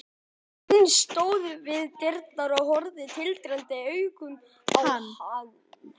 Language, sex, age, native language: Icelandic, male, 11, Icelandic